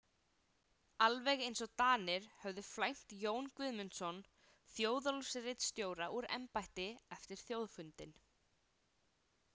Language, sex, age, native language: Icelandic, female, 18-19, Icelandic